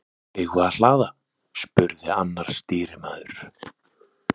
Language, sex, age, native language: Icelandic, male, 20-29, Icelandic